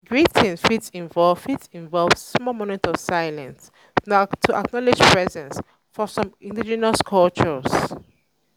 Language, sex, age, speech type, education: Nigerian Pidgin, female, 15-29, spontaneous, tertiary